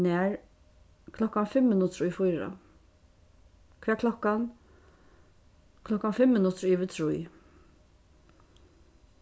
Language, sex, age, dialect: Faroese, female, 36-60, Suðurstreymoy